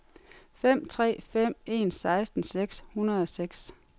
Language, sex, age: Danish, female, 42